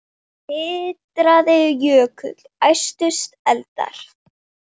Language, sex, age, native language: Icelandic, female, 10, Icelandic